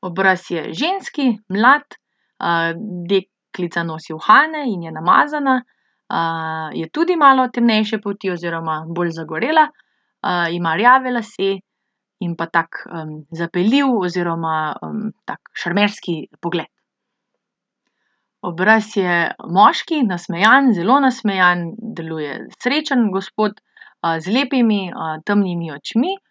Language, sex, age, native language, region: Slovenian, female, 18-29, Slovenian, Central Slovenia